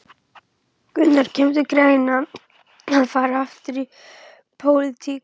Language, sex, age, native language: Icelandic, female, 11, German